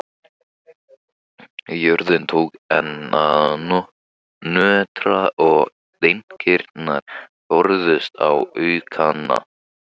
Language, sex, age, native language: Icelandic, male, 15, Icelandic